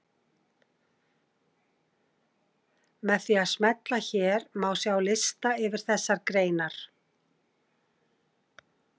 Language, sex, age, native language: Icelandic, female, 60-69, Icelandic